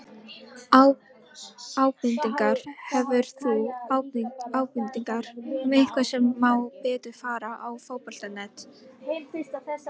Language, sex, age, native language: Icelandic, female, 18-19, Icelandic